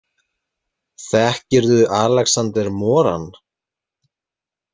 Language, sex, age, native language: Icelandic, male, 30-39, Icelandic